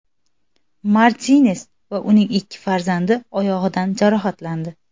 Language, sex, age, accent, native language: Uzbek, female, 19-29, Xorazm, Uzbek